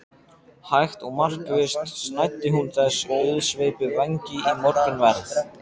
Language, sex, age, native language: Icelandic, male, 14, Icelandic